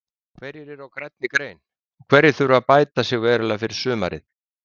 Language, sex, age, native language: Icelandic, male, 50-59, Icelandic